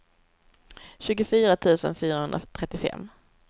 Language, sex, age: Swedish, female, 23